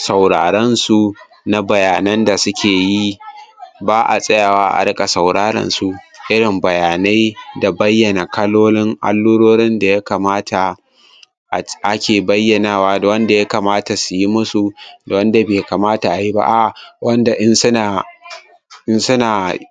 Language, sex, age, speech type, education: Hausa, male, 15-29, spontaneous, tertiary